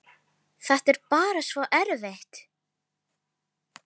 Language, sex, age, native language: Icelandic, female, 10, Filipino